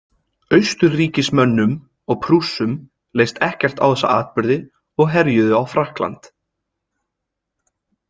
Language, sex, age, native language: Icelandic, male, 20-29, Icelandic